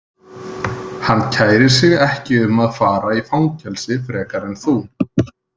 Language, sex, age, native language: Icelandic, male, 30-39, Icelandic